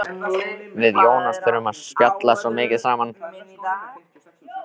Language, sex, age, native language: Icelandic, male, 13, Icelandic